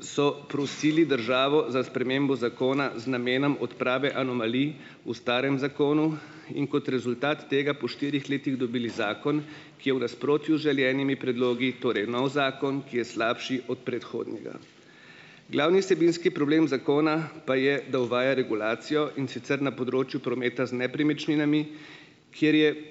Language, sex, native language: Slovenian, male, Slovenian